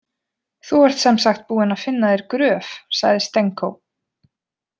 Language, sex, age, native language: Icelandic, female, 20-29, Icelandic